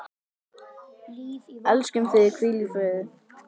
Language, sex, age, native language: Icelandic, male, 10, Icelandic